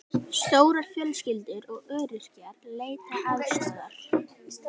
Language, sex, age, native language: Icelandic, female, 18-19, Icelandic